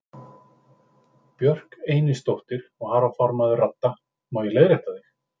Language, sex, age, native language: Icelandic, male, 50-59, Icelandic